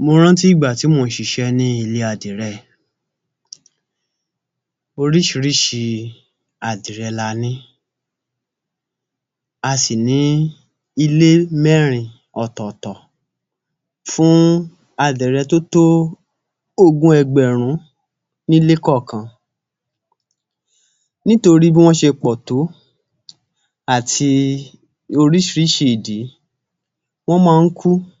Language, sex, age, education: Yoruba, male, 46-60, tertiary